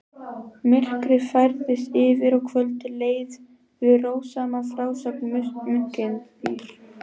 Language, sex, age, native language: Icelandic, female, 12, Icelandic